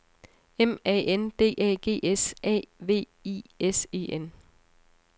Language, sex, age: Danish, female, 34